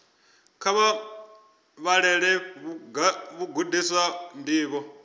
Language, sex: Venda, male